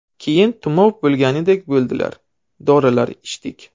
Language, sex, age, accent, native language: Uzbek, male, 12-17, Surxondaryo, Uzbek